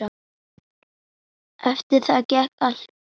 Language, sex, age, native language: Icelandic, female, 10, Icelandic